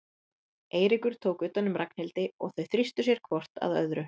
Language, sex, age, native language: Icelandic, female, 30-39, Icelandic